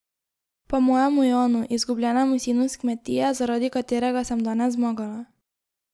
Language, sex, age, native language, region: Slovenian, female, 18-29, Slovenian, Drava region